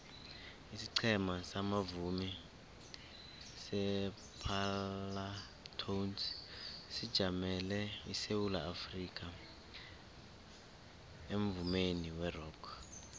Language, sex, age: South Ndebele, male, 24